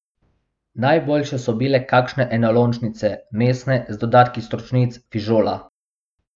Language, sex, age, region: Slovenian, male, 18-29, Abroad